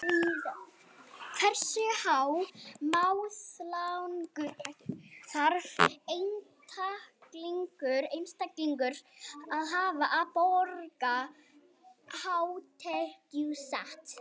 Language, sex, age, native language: Icelandic, male, 18-19, Icelandic